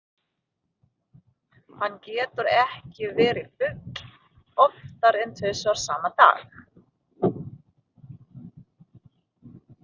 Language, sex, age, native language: Icelandic, female, 30-39, Filipino